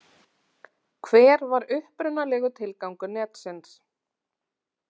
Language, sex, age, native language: Icelandic, female, 30-39, Icelandic